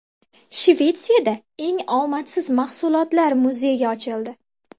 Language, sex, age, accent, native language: Uzbek, female, 18-24, Andijon, Uzbek